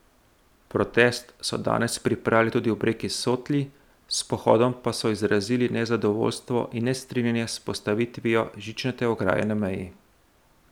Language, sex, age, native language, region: Slovenian, male, 30-49, Slovenian, Central Slovenia